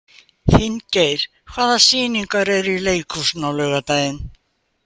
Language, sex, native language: Icelandic, female, Icelandic